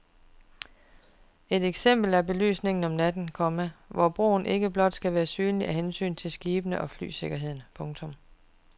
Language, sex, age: Danish, female, 41